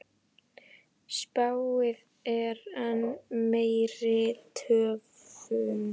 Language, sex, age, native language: Icelandic, female, 10, Icelandic